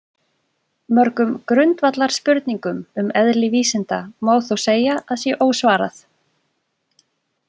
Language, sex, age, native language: Icelandic, female, 20-29, Icelandic